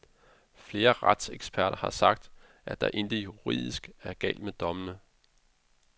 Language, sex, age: Danish, male, 32